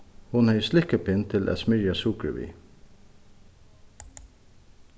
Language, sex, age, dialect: Faroese, male, 36-60, Suðuroy